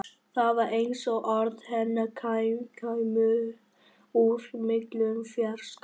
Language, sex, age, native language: Icelandic, male, 11, Vietnamese